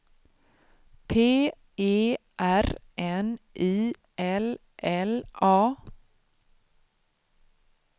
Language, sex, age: Swedish, female, 31